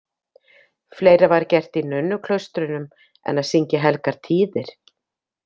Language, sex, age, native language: Icelandic, female, 50-59, Icelandic